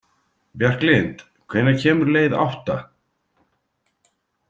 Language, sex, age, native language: Icelandic, male, 50-59, Icelandic